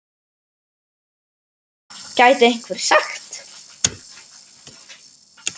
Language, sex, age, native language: Icelandic, male, 10, Icelandic